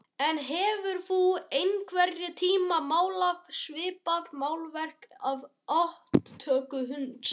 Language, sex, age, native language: Icelandic, male, 12, Icelandic